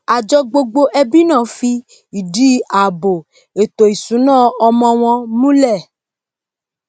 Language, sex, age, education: Yoruba, female, 30-45, tertiary